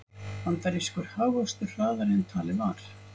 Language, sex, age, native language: Icelandic, female, 50-59, Icelandic